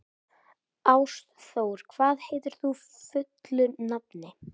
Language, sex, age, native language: Icelandic, male, 18-19, Icelandic